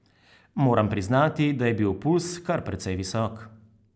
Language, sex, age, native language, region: Slovenian, male, 30-49, Slovenian, Carinthia region